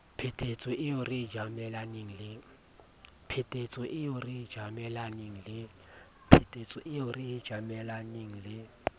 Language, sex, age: Southern Sotho, male, 30